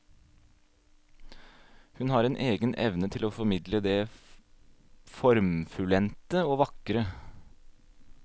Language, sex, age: Norwegian, male, 26